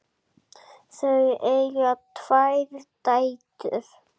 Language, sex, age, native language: Icelandic, female, 7, Icelandic